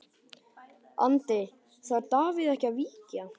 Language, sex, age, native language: Icelandic, male, 12, Icelandic